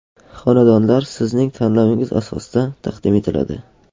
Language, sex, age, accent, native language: Uzbek, male, 12-17, Qashqadaryo, Uzbek